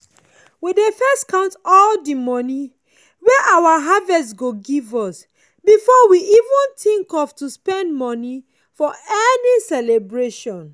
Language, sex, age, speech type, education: Nigerian Pidgin, female, 30-45, spontaneous, tertiary